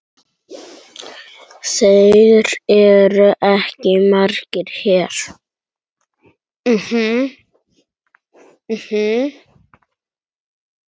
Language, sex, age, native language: Icelandic, male, 9, Icelandic